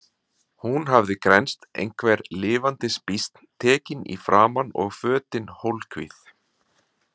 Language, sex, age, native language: Icelandic, male, 40-49, Icelandic